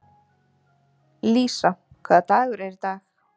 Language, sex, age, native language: Icelandic, female, 20-29, Icelandic